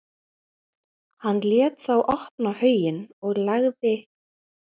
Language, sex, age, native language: Icelandic, female, 20-29, Icelandic